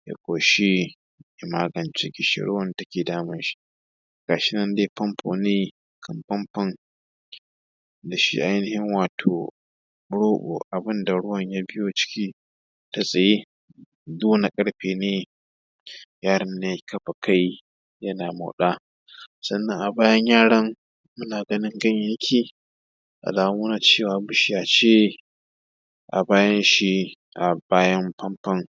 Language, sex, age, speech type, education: Hausa, male, 15-29, spontaneous, tertiary